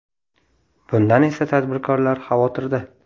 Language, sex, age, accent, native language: Uzbek, male, 18-24, Toshkent viloyati, Uzbek